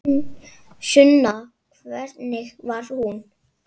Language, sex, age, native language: Icelandic, male, 7, Icelandic